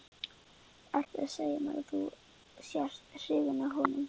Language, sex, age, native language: Icelandic, male, 11, Icelandic